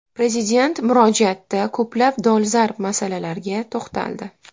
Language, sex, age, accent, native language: Uzbek, female, 19-29, Farg'ona, Uzbek